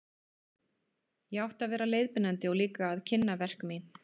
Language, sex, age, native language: Icelandic, female, 30-39, Icelandic